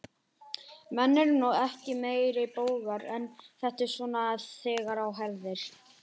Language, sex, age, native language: Icelandic, male, 18-19, Icelandic